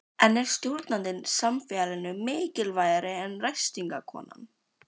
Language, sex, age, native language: Icelandic, female, 12, Icelandic